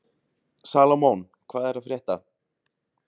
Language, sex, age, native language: Icelandic, male, 20-29, Icelandic